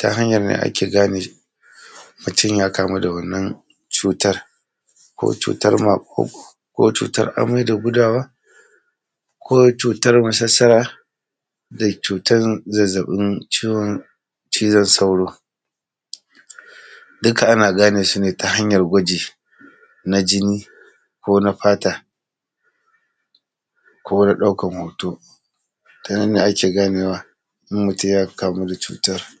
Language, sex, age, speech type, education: Hausa, male, 30-45, spontaneous, tertiary